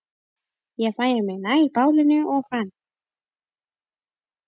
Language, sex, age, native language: Icelandic, female, 11, Icelandic